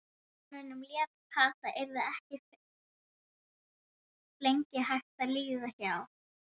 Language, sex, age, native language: Icelandic, female, 11, Icelandic